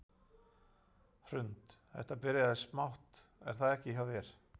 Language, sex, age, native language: Icelandic, male, 40-49, Icelandic